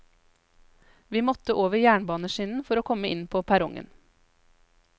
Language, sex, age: Norwegian, female, 33